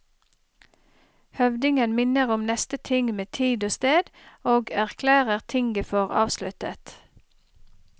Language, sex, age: Norwegian, female, 30